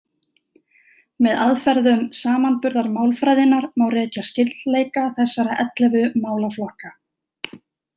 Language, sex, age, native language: Icelandic, female, 20-29, Icelandic